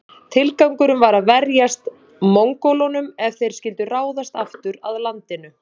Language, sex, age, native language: Icelandic, female, 30-39, Icelandic